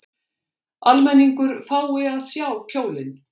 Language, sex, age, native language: Icelandic, female, 60-69, Icelandic